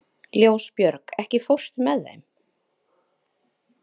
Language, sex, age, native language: Icelandic, female, 30-39, Icelandic